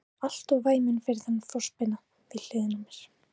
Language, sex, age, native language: Icelandic, female, 18-19, Icelandic